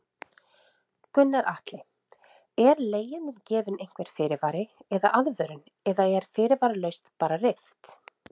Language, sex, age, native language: Icelandic, female, 30-39, Icelandic